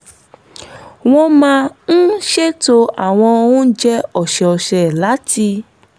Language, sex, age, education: Yoruba, female, 15-29, tertiary